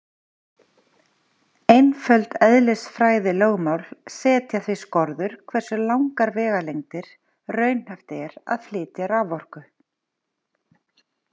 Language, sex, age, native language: Icelandic, female, 40-49, Icelandic